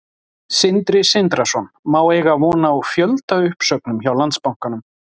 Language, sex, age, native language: Icelandic, male, 40-49, Icelandic